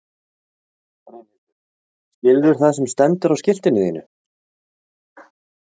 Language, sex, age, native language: Icelandic, male, 30-39, Icelandic